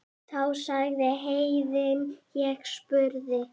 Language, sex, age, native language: Icelandic, female, 8, Icelandic